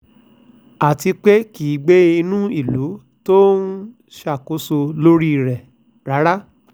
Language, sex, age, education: Yoruba, male, 46-60, tertiary